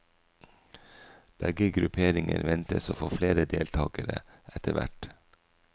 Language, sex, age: Norwegian, male, 44